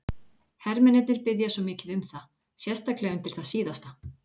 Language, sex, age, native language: Icelandic, female, 40-49, Icelandic